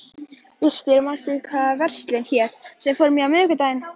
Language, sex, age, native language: Icelandic, female, 11, Icelandic